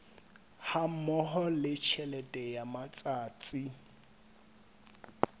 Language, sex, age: Southern Sotho, male, 25